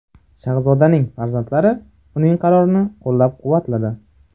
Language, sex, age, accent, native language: Uzbek, male, 18-24, Farg'ona, Uzbek